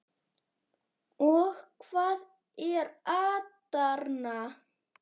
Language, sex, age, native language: Icelandic, male, 10, Icelandic